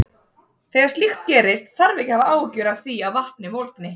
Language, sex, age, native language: Icelandic, female, 30-39, Icelandic